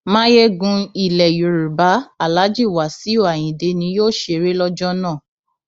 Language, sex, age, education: Yoruba, female, 15-29, tertiary